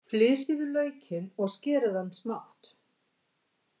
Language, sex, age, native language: Icelandic, female, 50-59, Icelandic